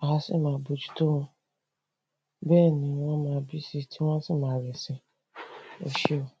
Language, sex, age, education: Yoruba, female, 30-45, tertiary